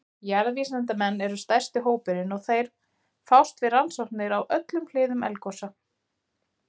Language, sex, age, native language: Icelandic, female, 40-49, Icelandic